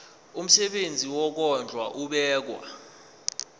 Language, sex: Zulu, male